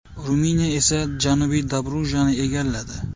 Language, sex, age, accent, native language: Uzbek, male, 25-34, Jizzax, Uzbek